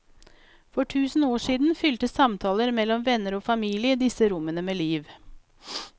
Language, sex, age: Norwegian, female, 42